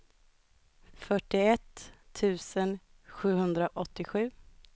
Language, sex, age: Swedish, female, 20